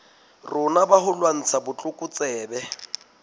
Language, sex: Southern Sotho, male